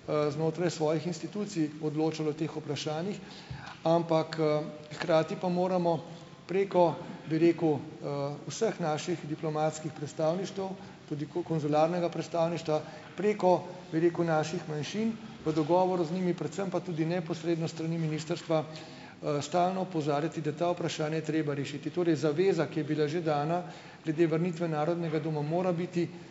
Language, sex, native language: Slovenian, male, Slovenian